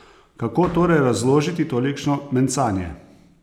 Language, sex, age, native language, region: Slovenian, male, 30-49, Slovenian, Posavska region